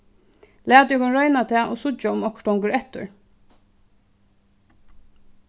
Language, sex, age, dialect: Faroese, female, 15-35, Suðuroy